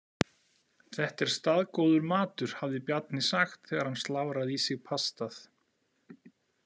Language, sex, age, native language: Icelandic, male, 40-49, Icelandic